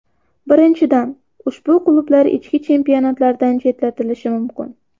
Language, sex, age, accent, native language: Uzbek, female, 12-17, Xorazm, Uzbek